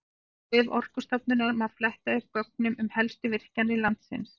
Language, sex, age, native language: Icelandic, female, 40-49, Icelandic